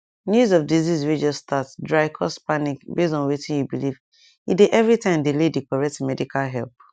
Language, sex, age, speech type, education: Nigerian Pidgin, female, 15-29, spontaneous, tertiary